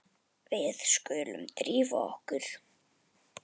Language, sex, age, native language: Icelandic, male, 10, Icelandic